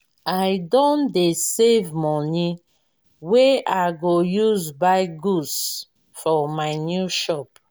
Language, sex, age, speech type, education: Nigerian Pidgin, female, 30-45, spontaneous, tertiary